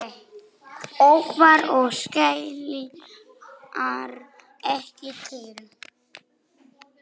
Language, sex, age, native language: Icelandic, male, 9, Polish